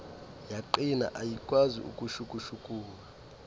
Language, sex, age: Xhosa, male, 18